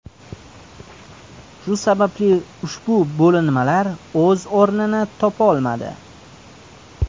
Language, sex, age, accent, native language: Uzbek, male, 25-34, Surxondaryo, Uzbek